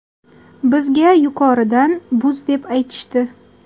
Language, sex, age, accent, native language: Uzbek, female, 19-29, Xorazm, Uzbek